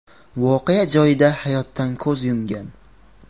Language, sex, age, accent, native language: Uzbek, male, 18-24, Qashqadaryo, Uzbek